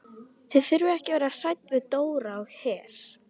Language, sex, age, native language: Icelandic, female, 11, Icelandic